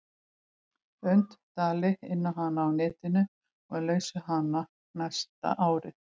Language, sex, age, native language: Icelandic, female, 18-19, Icelandic